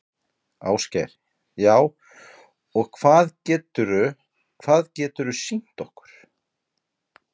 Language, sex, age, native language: Icelandic, male, 40-49, Icelandic